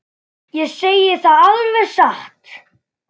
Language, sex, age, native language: Icelandic, female, 9, Icelandic